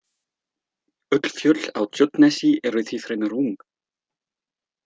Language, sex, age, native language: Icelandic, male, 30-39, French